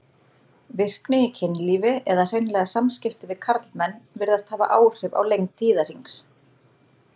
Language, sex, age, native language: Icelandic, female, 30-39, Icelandic